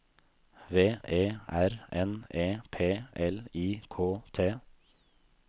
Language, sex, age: Norwegian, male, 32